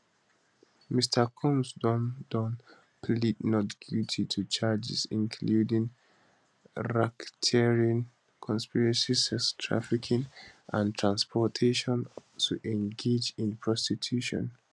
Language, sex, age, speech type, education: Nigerian Pidgin, male, 15-29, spontaneous, tertiary